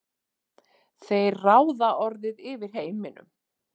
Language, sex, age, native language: Icelandic, female, 40-49, Icelandic